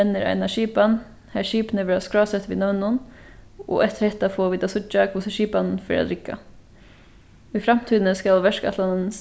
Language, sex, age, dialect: Faroese, female, 15-35, Suðurstreymoy